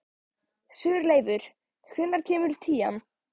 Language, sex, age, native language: Icelandic, male, 14, Icelandic